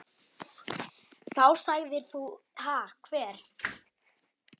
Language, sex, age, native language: Icelandic, male, 9, Icelandic